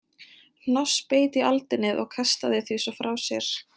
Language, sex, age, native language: Icelandic, female, 20-29, Icelandic